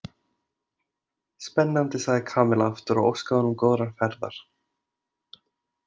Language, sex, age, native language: Icelandic, male, 20-29, Icelandic